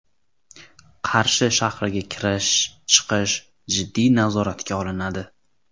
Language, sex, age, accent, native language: Uzbek, male, 18-24, Farg'ona, Uzbek